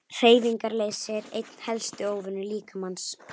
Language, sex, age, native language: Icelandic, female, 11, Icelandic